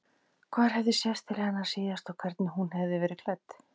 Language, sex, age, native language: Icelandic, female, 40-49, Icelandic